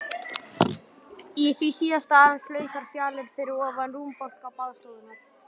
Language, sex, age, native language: Icelandic, male, 11, Icelandic